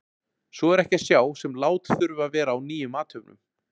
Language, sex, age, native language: Icelandic, male, 40-49, Icelandic